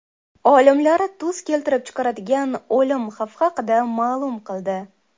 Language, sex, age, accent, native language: Uzbek, female, 19-29, Toshkent shahri, Uzbek